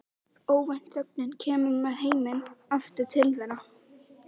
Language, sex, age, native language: Icelandic, female, 11, Icelandic